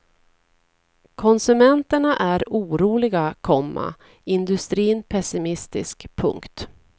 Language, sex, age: Swedish, female, 40